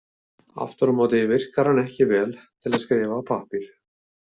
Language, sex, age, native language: Icelandic, male, 70-79, Icelandic